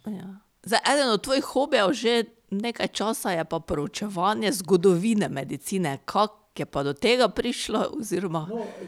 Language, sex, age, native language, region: Slovenian, female, 30-49, Slovenian, Pomurje region